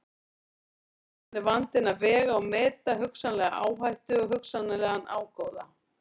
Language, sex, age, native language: Icelandic, female, 40-49, Icelandic